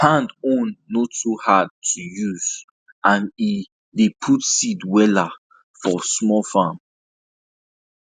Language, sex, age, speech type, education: Nigerian Pidgin, male, 15-29, spontaneous, tertiary